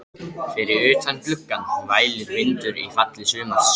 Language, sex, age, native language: Icelandic, male, 13, Icelandic